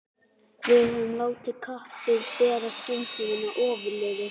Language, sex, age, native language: Icelandic, female, 12, Icelandic